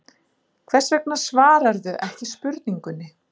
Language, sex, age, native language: Icelandic, female, 40-49, Icelandic